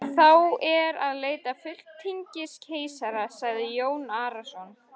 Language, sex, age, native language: Icelandic, female, 13, Icelandic